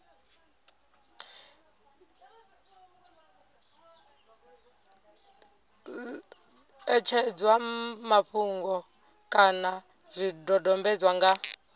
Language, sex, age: Venda, female, 22